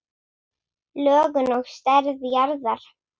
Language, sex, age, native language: Icelandic, female, 8, Icelandic